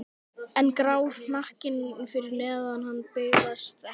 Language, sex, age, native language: Icelandic, female, 11, Icelandic